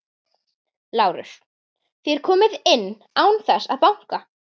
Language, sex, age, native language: Icelandic, female, 11, Icelandic